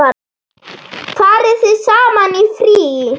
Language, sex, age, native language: Icelandic, female, 8, Icelandic